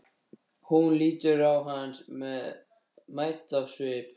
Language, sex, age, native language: Icelandic, male, 13, Icelandic